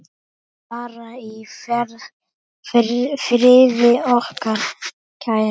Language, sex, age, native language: Icelandic, male, 10, Icelandic